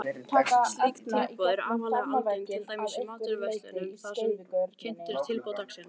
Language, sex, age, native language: Icelandic, other, 18-19, Icelandic